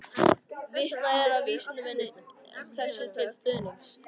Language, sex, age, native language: Icelandic, male, 18-19, Icelandic